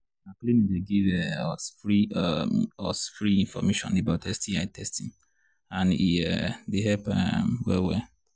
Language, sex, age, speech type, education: Nigerian Pidgin, male, 30-45, spontaneous, tertiary